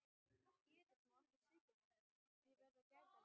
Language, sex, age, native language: Icelandic, female, 12, Icelandic